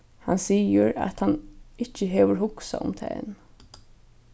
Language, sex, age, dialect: Faroese, female, 15-35, Norðurstreymoy/Eysturoy